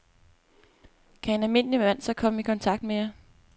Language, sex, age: Danish, female, 25